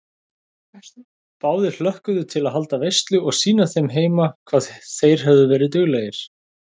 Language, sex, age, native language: Icelandic, male, 30-39, Icelandic